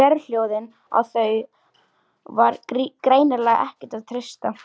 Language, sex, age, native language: Icelandic, female, 13, Icelandic